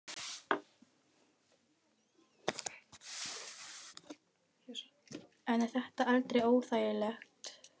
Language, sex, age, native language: Icelandic, female, 18-19, Icelandic